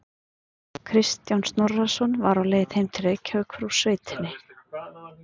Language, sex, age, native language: Icelandic, female, 50-59, Icelandic